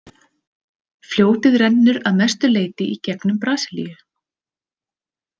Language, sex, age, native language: Icelandic, female, 30-39, Icelandic